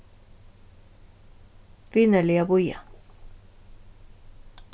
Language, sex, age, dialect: Faroese, female, 36-60, Vágar